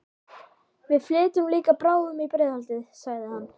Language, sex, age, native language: Icelandic, female, 12, Icelandic